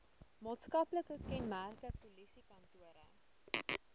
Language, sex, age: Afrikaans, female, 20